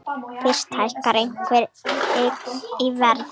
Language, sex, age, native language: Icelandic, female, 40-49, Icelandic